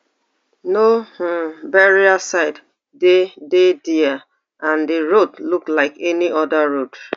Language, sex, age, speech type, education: Nigerian Pidgin, female, 30-45, spontaneous, tertiary